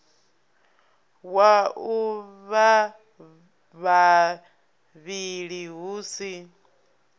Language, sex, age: Venda, female, 24